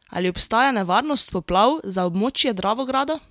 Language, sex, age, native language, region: Slovenian, female, 18-29, Slovenian, Drava region